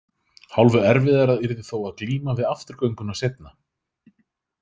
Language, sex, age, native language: Icelandic, male, 30-39, Icelandic